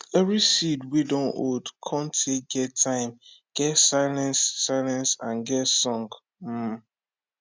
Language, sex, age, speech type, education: Nigerian Pidgin, male, 15-29, spontaneous, tertiary